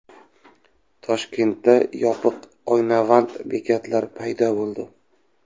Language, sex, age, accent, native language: Uzbek, male, 25-34, Samarqand, Uzbek